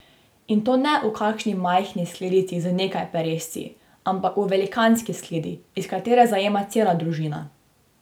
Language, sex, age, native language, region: Slovenian, female, 18-29, Slovenian, Drava region